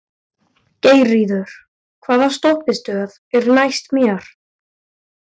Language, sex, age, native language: Icelandic, male, 12, Icelandic